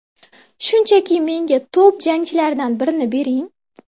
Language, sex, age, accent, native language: Uzbek, female, 18-24, Andijon, Uzbek